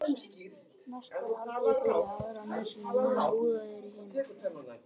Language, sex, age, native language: Icelandic, male, 18-19, Icelandic